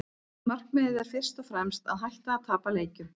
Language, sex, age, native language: Icelandic, female, 50-59, Icelandic